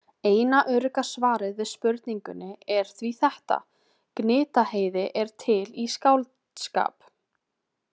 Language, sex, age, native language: Icelandic, female, 20-29, Icelandic